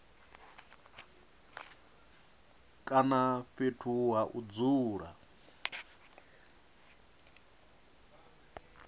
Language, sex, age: Venda, male, 37